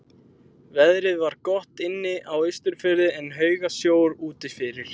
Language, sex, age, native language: Icelandic, male, 20-29, Icelandic